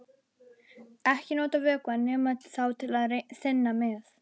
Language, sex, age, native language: Icelandic, female, 11, Icelandic